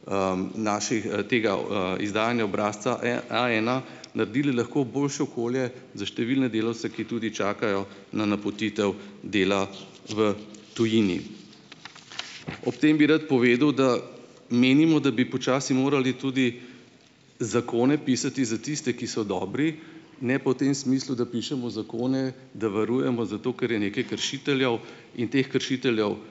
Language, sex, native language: Slovenian, male, Slovenian